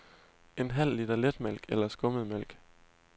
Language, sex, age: Danish, male, 19